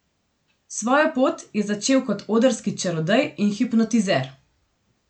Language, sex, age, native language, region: Slovenian, female, 18-29, Slovenian, Gorenjska region